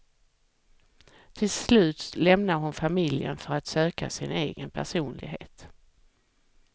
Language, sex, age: Swedish, female, 44